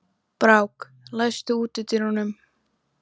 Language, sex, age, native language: Icelandic, female, 18-19, Icelandic